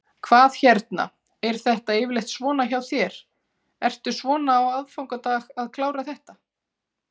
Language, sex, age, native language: Icelandic, female, 40-49, Icelandic